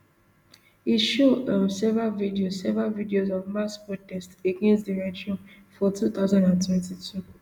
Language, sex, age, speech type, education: Nigerian Pidgin, female, 15-29, spontaneous, tertiary